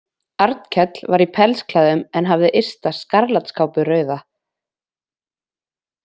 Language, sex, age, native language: Icelandic, female, 20-29, Icelandic